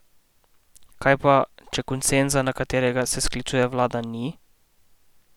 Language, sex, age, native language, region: Slovenian, male, 18-29, Slovenian, Posavska region